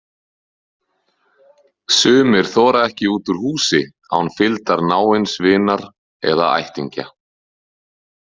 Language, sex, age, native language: Icelandic, male, 30-39, Icelandic